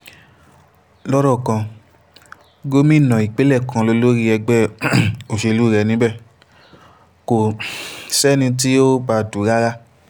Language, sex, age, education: Yoruba, male, 15-29, tertiary